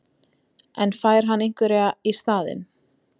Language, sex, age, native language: Icelandic, female, 20-29, Icelandic